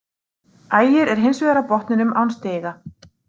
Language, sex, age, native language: Icelandic, female, 30-39, Icelandic